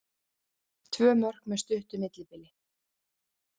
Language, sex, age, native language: Icelandic, female, 30-39, Icelandic